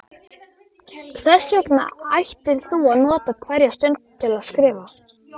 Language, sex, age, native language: Icelandic, female, 13, Icelandic